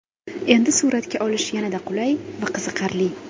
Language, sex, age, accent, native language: Uzbek, female, 18-24, Andijon, Uzbek